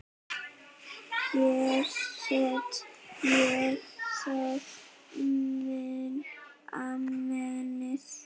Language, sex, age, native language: Icelandic, female, 9, Icelandic